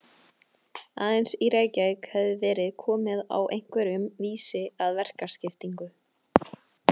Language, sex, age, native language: Icelandic, female, 20-29, Icelandic